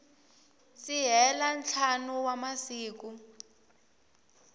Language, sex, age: Tsonga, female, 18